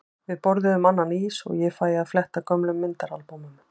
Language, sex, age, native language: Icelandic, female, 40-49, Icelandic